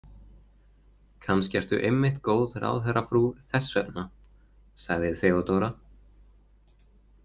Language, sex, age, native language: Icelandic, male, 20-29, Icelandic